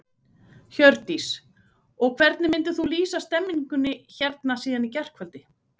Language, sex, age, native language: Icelandic, female, 40-49, Icelandic